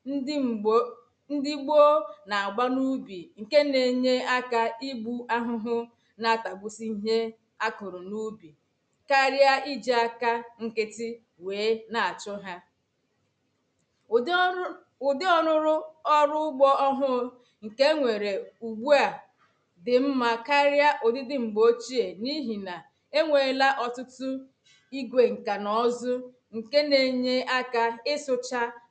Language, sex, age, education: Igbo, female, 30-45, tertiary